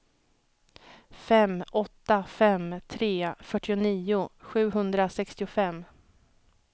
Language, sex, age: Swedish, female, 31